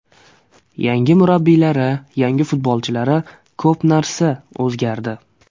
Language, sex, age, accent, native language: Uzbek, male, 18-24, Surxondaryo, Uzbek